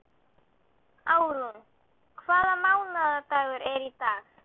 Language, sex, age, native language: Icelandic, female, 12, Icelandic